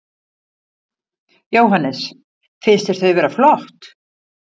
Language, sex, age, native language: Icelandic, female, 50-59, Icelandic